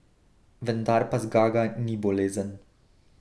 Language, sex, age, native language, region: Slovenian, male, 18-29, Slovenian, Drava region